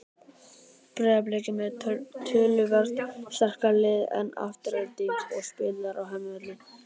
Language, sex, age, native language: Icelandic, male, 18-19, Icelandic